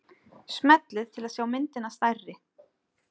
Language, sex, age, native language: Icelandic, female, 30-39, Icelandic